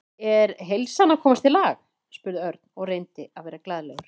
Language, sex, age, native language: Icelandic, female, 30-39, Icelandic